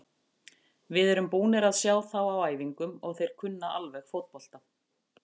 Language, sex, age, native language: Icelandic, female, 50-59, Icelandic